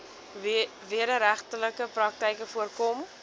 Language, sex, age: Afrikaans, female, 19